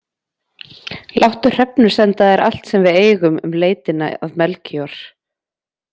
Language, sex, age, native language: Icelandic, female, 20-29, Icelandic